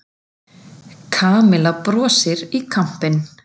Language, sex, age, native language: Icelandic, female, 40-49, Icelandic